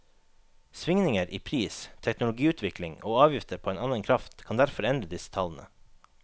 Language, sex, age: Norwegian, male, 21